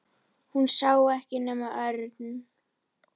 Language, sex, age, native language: Icelandic, female, 10, Icelandic